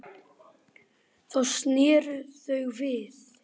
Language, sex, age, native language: Icelandic, male, 8, Icelandic